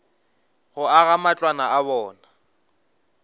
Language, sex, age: Northern Sotho, male, 19